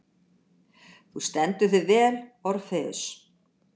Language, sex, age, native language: Icelandic, female, 60-69, Icelandic